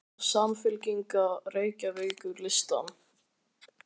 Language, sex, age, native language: Icelandic, male, 13, Icelandic